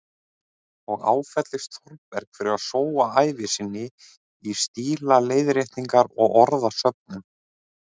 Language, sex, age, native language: Icelandic, male, 30-39, Icelandic